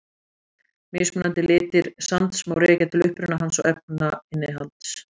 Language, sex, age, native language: Icelandic, female, 40-49, Icelandic